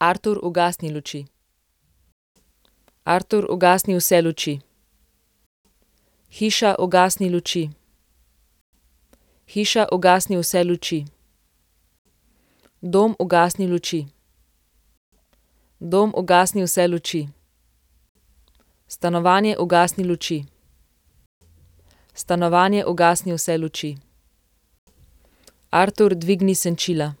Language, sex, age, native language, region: Slovenian, female, 18-29, Slovenian, Central Slovenia